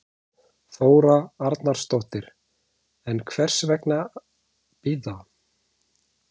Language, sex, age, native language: Icelandic, male, 40-49, Icelandic